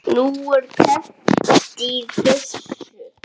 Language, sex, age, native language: Icelandic, male, 9, Icelandic